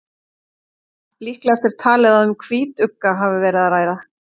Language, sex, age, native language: Icelandic, female, 40-49, Icelandic